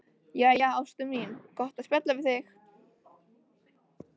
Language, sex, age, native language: Icelandic, female, 13, Icelandic